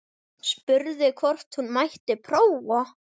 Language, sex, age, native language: Icelandic, male, 10, Icelandic